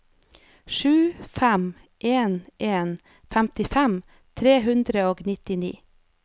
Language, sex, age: Norwegian, female, 30